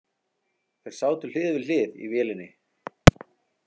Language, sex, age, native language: Icelandic, male, 40-49, Icelandic